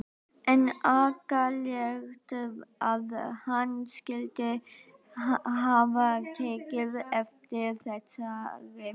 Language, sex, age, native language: Icelandic, female, 12, Icelandic